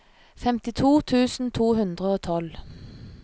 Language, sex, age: Norwegian, female, 30